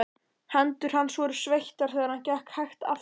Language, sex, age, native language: Icelandic, male, 11, Icelandic